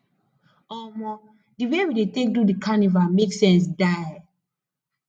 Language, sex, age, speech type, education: Nigerian Pidgin, female, 15-29, spontaneous, tertiary